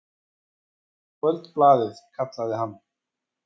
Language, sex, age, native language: Icelandic, male, 40-49, Icelandic